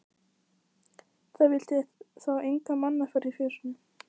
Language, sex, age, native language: Icelandic, female, 14, Icelandic